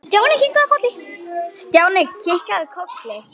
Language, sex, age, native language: Icelandic, male, 8, Icelandic